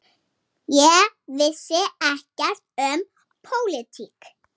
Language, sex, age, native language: Icelandic, female, 20-29, Icelandic